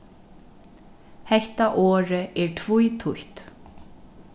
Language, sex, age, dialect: Faroese, female, 36-60, Norðurstreymoy/Eysturoy